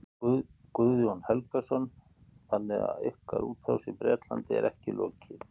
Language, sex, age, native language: Icelandic, male, 50-59, Icelandic